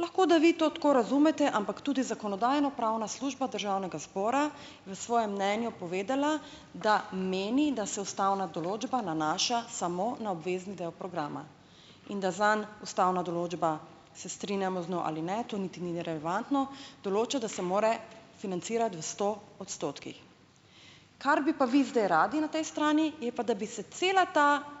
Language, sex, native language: Slovenian, female, Slovenian